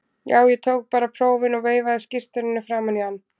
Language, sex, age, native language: Icelandic, female, 20-29, Icelandic